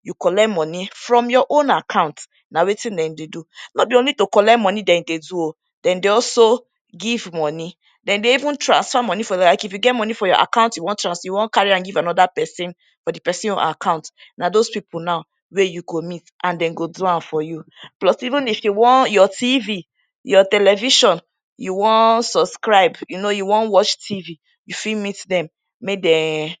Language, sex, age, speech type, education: Nigerian Pidgin, female, 15-29, spontaneous, tertiary